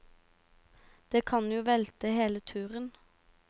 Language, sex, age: Norwegian, female, 18